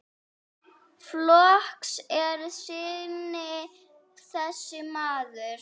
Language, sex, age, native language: Icelandic, female, 8, Icelandic